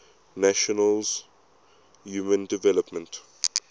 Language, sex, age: English, male, 22